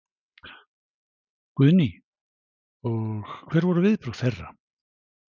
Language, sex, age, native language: Icelandic, male, 60-69, Icelandic